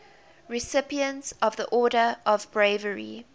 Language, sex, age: English, female, 21